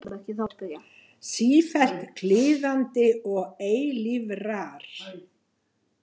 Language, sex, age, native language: Icelandic, female, 60-69, Icelandic